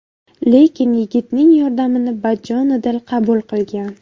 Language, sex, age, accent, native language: Uzbek, female, 18-24, Buxoro, Uzbek